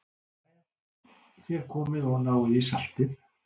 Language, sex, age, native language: Icelandic, male, 60-69, Icelandic